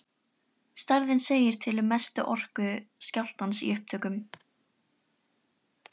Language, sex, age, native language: Icelandic, female, 13, Icelandic